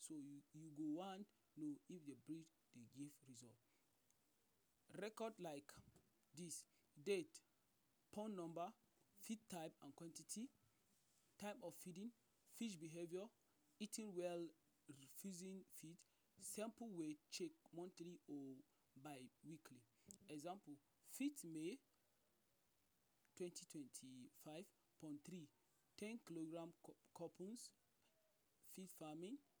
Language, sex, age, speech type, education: Nigerian Pidgin, male, 30-45, spontaneous, tertiary